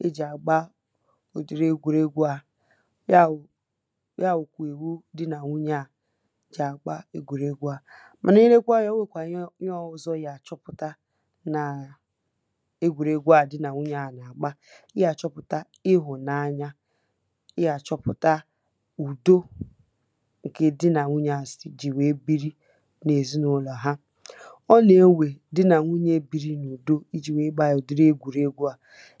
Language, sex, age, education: Igbo, female, 15-29, tertiary